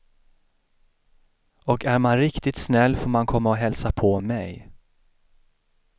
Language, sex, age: Swedish, male, 33